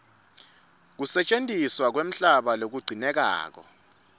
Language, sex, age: Swati, male, 25